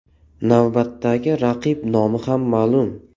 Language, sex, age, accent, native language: Uzbek, male, 18-24, Toshkent viloyati, Uzbek